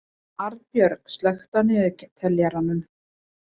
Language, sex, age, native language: Icelandic, female, 20-29, Icelandic